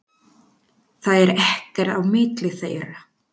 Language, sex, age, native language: Icelandic, female, 40-49, Spanish